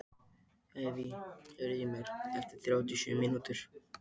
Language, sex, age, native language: Icelandic, male, 13, Icelandic